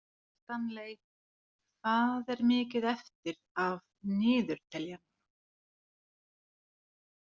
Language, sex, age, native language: Icelandic, female, 40-49, Icelandic